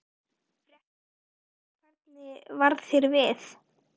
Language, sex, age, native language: Icelandic, female, 12, Icelandic